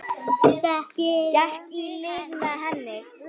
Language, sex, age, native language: Icelandic, male, 8, Icelandic